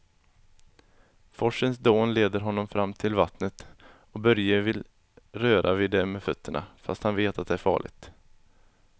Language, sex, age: Swedish, male, 20